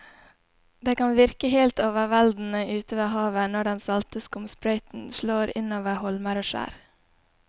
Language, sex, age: Norwegian, female, 20